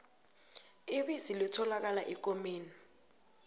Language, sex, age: South Ndebele, female, 22